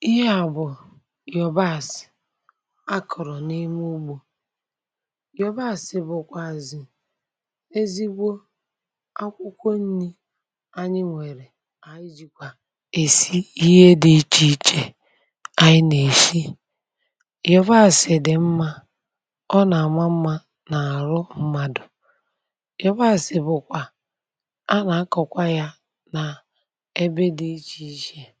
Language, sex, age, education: Igbo, female, 46-60, tertiary